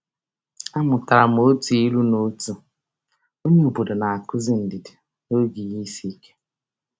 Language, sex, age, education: Igbo, female, 30-45, tertiary